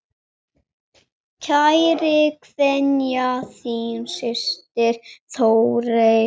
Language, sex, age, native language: Icelandic, male, 8, Icelandic